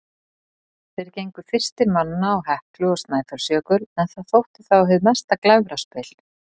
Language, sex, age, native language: Icelandic, female, 40-49, Icelandic